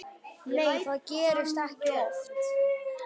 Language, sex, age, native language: Icelandic, male, 9, Icelandic